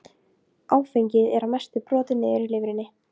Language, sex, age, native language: Icelandic, female, 15, Icelandic